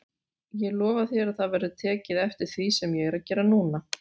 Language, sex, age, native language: Icelandic, female, 40-49, Icelandic